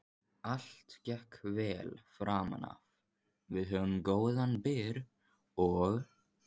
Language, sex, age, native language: Icelandic, male, 14, Icelandic